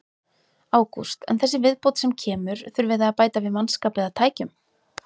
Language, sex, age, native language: Icelandic, female, 30-39, Icelandic